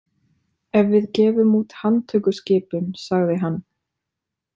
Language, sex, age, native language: Icelandic, female, 20-29, Icelandic